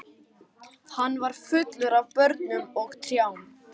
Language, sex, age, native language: Icelandic, female, 18-19, Lithuanian